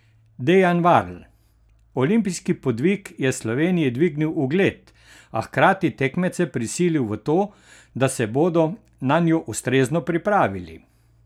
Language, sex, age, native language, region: Slovenian, male, 60+, Slovenian, Carinthia region